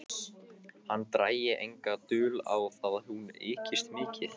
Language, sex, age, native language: Icelandic, male, 15, Icelandic